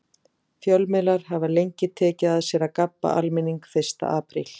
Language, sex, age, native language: Icelandic, female, 40-49, Icelandic